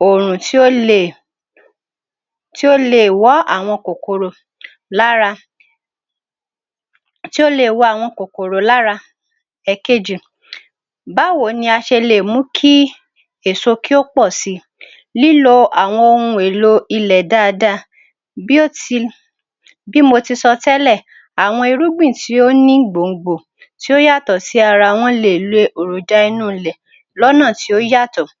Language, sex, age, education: Yoruba, female, 46-60, tertiary